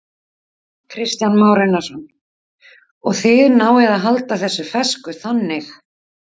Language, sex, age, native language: Icelandic, female, 50-59, Icelandic